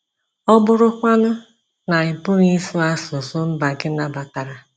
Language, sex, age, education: Igbo, female, 30-45, secondary